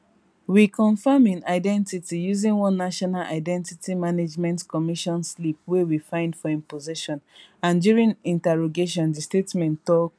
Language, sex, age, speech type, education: Nigerian Pidgin, female, 15-29, spontaneous, tertiary